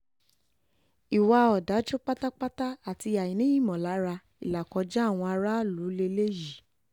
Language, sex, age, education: Yoruba, female, 15-29, tertiary